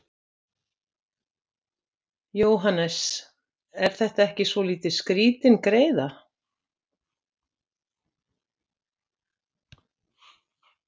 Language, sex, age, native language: Icelandic, female, 60-69, Icelandic